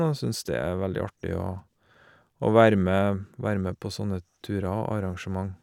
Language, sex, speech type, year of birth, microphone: Norwegian, male, spontaneous, 1970, Shure